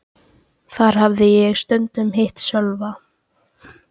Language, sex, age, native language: Icelandic, male, 13, Icelandic